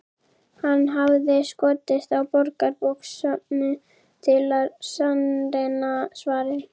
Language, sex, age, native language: Icelandic, female, 11, Icelandic